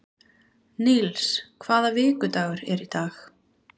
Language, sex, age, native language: Icelandic, female, 20-29, Icelandic